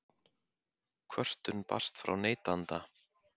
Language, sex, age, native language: Icelandic, male, 50-59, Icelandic